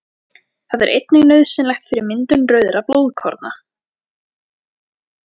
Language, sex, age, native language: Icelandic, female, 14, Icelandic